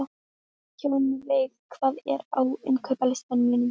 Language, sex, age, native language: Icelandic, female, 13, Icelandic